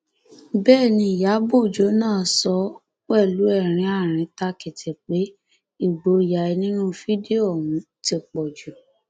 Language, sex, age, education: Yoruba, female, 15-29, tertiary